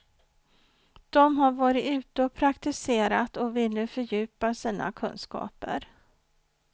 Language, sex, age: Swedish, female, 49